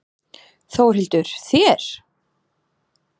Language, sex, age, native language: Icelandic, female, 30-39, Icelandic